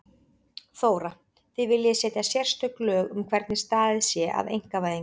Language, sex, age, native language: Icelandic, female, 30-39, Icelandic